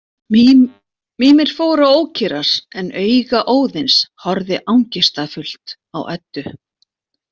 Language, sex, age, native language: Icelandic, female, 40-49, Icelandic